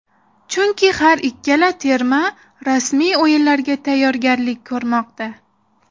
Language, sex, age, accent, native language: Uzbek, female, 19-29, Xorazm, Uzbek